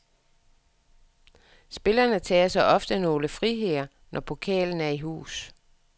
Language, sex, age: Danish, female, 61